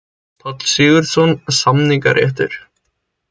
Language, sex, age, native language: Icelandic, male, 20-29, Icelandic